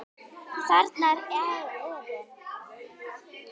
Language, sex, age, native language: Icelandic, female, 10, Icelandic